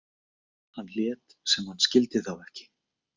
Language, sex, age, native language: Icelandic, male, 20-29, Icelandic